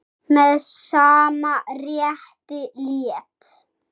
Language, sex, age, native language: Icelandic, male, 6, Icelandic